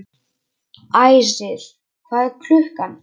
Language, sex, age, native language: Icelandic, male, 11, Icelandic